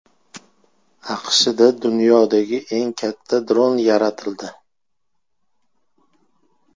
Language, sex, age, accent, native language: Uzbek, male, 35+, Toshkent viloyati, Uzbek